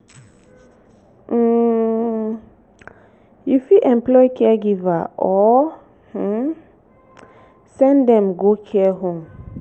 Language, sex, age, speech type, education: Nigerian Pidgin, female, 15-29, spontaneous, tertiary